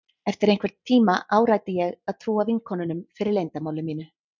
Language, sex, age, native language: Icelandic, female, 30-39, Icelandic